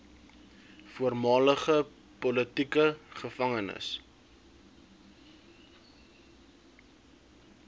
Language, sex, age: Afrikaans, male, 20